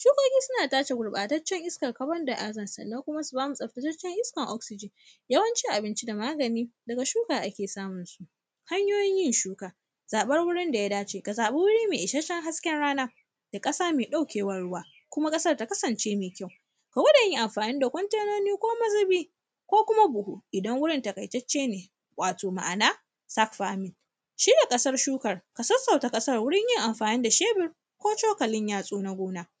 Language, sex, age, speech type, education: Hausa, female, 15-29, spontaneous, tertiary